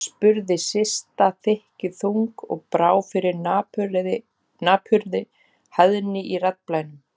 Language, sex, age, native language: Icelandic, female, 40-49, Icelandic